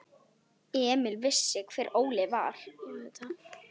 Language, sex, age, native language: Icelandic, female, 10, Icelandic